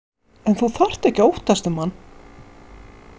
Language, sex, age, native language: Icelandic, female, 50-59, Icelandic